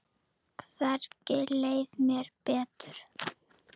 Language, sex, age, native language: Icelandic, female, 9, Icelandic